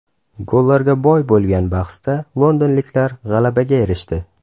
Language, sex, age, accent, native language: Uzbek, male, 18-24, Toshkent shahri, Uzbek